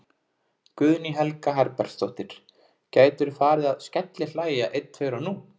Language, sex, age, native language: Icelandic, male, 20-29, Icelandic